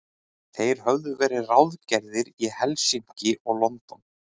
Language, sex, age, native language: Icelandic, male, 30-39, Icelandic